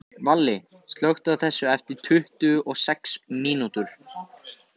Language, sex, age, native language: Icelandic, male, 18-19, Icelandic